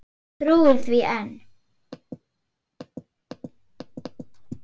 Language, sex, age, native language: Icelandic, female, 8, Swedish